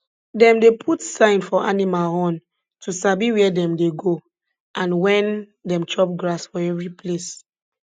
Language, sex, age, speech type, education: Nigerian Pidgin, female, 15-29, spontaneous, tertiary